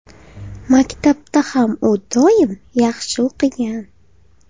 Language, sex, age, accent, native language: Uzbek, female, 18-24, Farg'ona, Uzbek